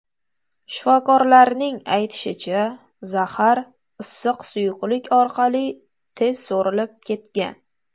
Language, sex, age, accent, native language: Uzbek, female, 18-24, Toshkent viloyati, Uzbek